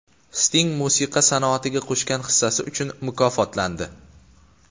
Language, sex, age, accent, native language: Uzbek, male, 18-24, Qashqadaryo, Uzbek